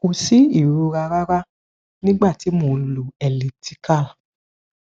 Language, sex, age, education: Yoruba, male, 15-29, tertiary